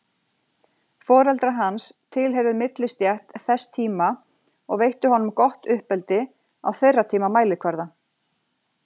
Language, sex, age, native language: Icelandic, female, 40-49, Icelandic